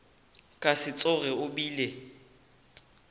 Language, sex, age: Northern Sotho, male, 19